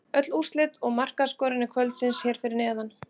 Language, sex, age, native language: Icelandic, female, 40-49, Icelandic